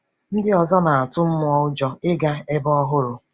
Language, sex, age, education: Igbo, female, 30-45, tertiary